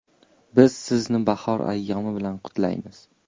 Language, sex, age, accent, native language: Uzbek, male, 18-24, Toshkent shahri, Uzbek